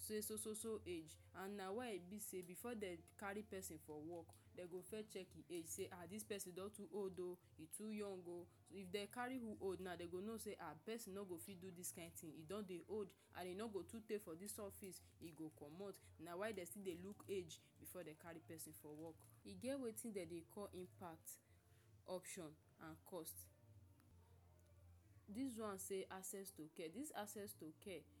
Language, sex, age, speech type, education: Nigerian Pidgin, female, 46-60, spontaneous, tertiary